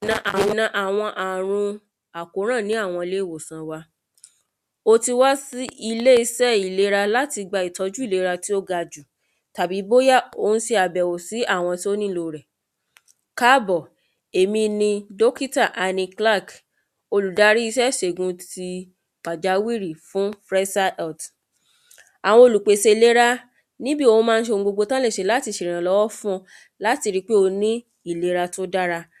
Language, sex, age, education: Yoruba, female, 30-45, tertiary